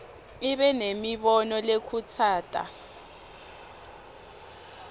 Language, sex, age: Swati, female, 20